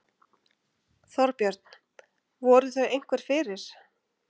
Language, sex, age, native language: Icelandic, female, 50-59, Icelandic